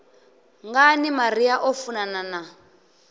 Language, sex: Venda, male